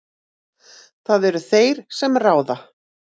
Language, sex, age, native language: Icelandic, female, 40-49, Icelandic